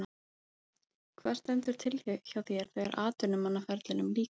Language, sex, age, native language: Icelandic, female, 30-39, Icelandic